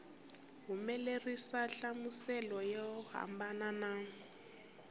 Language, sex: Tsonga, female